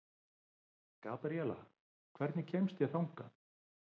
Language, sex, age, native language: Icelandic, male, 50-59, Icelandic